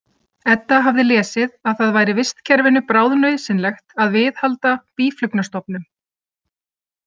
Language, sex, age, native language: Icelandic, female, 30-39, Icelandic